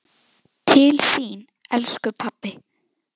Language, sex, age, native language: Icelandic, female, 10, Icelandic